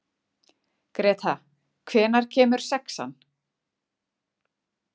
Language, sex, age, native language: Icelandic, female, 40-49, Icelandic